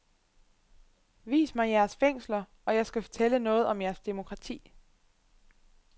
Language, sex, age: Danish, female, 25